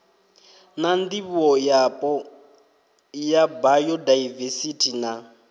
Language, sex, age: Venda, male, 23